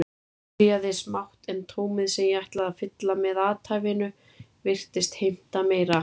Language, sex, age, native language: Icelandic, female, 30-39, Icelandic